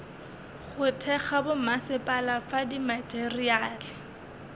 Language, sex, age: Northern Sotho, female, 20